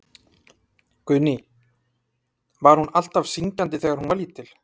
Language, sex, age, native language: Icelandic, male, 30-39, Icelandic